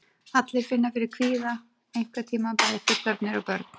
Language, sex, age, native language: Icelandic, female, 30-39, Icelandic